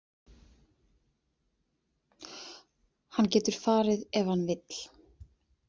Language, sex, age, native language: Icelandic, female, 30-39, Icelandic